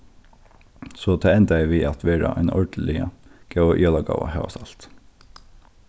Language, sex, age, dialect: Faroese, male, 15-35, Norðurstreymoy/Eysturoy